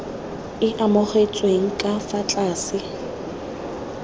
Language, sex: Tswana, female